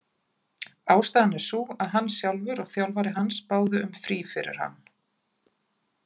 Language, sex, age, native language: Icelandic, female, 40-49, Icelandic